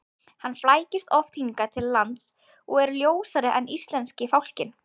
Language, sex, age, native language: Icelandic, female, 20-29, Icelandic